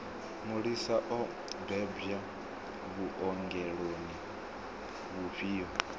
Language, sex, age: Venda, male, 26